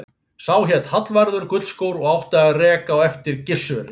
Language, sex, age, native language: Icelandic, male, 40-49, Icelandic